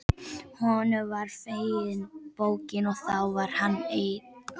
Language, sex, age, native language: Icelandic, female, 11, Icelandic